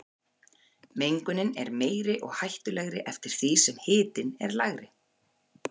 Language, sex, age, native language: Icelandic, female, 40-49, Icelandic